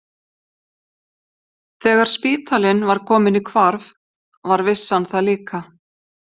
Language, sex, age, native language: Icelandic, female, 50-59, Icelandic